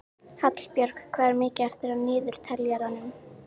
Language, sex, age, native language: Icelandic, female, 18-19, Icelandic